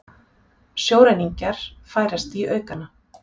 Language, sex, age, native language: Icelandic, female, 40-49, Icelandic